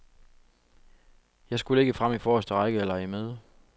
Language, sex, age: Danish, male, 25